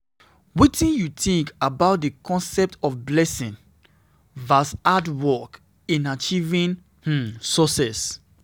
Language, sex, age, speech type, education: Nigerian Pidgin, male, 30-45, spontaneous, secondary